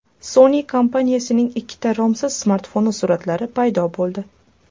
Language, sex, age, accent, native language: Uzbek, female, under 19, Toshkent shahri, Uzbek